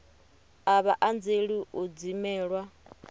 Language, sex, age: Venda, female, 30